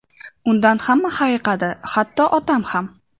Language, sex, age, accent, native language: Uzbek, female, 18-24, Sirdaryo, Uzbek